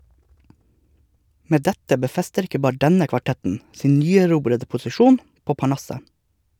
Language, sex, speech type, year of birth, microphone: Norwegian, male, read, 1982, Shure